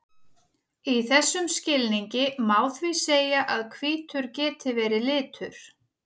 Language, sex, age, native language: Icelandic, female, 40-49, Icelandic